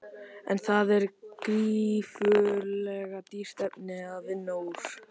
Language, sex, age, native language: Icelandic, male, 13, Icelandic